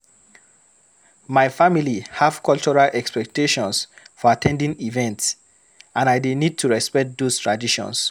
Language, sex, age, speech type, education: Nigerian Pidgin, male, 15-29, read, secondary